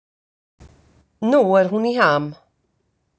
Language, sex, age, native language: Icelandic, female, 50-59, Icelandic